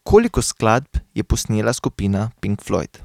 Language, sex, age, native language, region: Slovenian, male, 18-29, Slovenian, Carinthia region